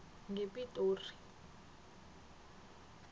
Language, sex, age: South Ndebele, female, 21